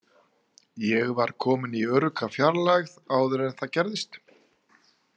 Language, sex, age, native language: Icelandic, male, 40-49, Icelandic